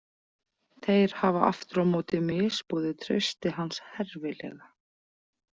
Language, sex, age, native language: Icelandic, female, 40-49, Icelandic